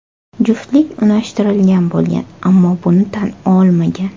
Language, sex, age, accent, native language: Uzbek, female, 18-24, Toshkent shahri, Uzbek